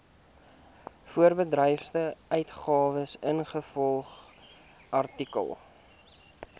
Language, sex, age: Afrikaans, male, 18